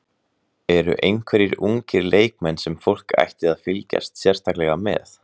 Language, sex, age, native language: Icelandic, male, 18-19, Icelandic